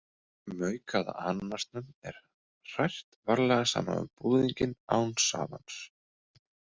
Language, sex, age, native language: Icelandic, male, 30-39, Icelandic